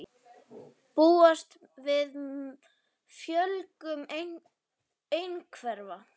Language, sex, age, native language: Icelandic, male, 40-49, Icelandic